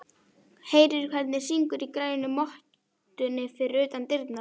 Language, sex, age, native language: Icelandic, female, 11, Icelandic